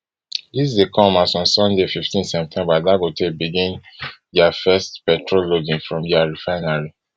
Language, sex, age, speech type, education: Nigerian Pidgin, male, 15-29, spontaneous, tertiary